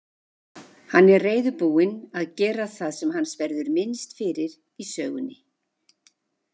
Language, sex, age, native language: Icelandic, female, 50-59, Icelandic